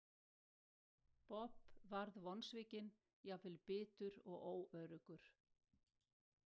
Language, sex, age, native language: Icelandic, female, 60-69, Icelandic